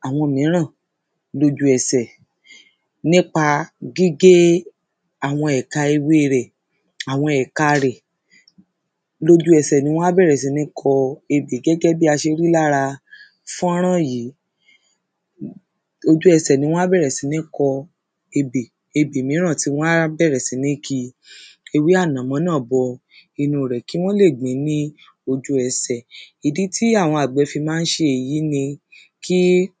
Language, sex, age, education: Yoruba, female, 30-45, secondary